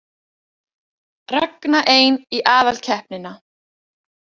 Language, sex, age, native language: Icelandic, female, 20-29, Icelandic